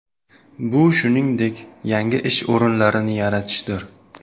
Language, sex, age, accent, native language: Uzbek, male, 25-34, Sirdaryo, Uzbek